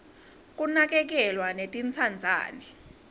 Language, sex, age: Swati, female, 22